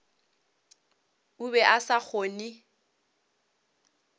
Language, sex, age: Northern Sotho, female, 26